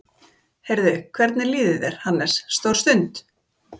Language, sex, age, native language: Icelandic, female, 30-39, Icelandic